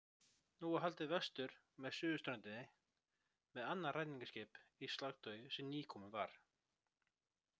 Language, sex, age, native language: Icelandic, male, 30-39, Icelandic